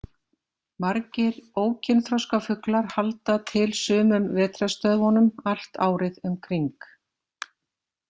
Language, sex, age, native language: Icelandic, female, 50-59, Icelandic